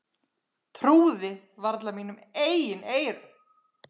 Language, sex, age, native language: Icelandic, female, 10, Icelandic